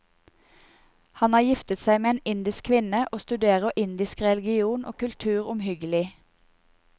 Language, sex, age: Norwegian, female, 28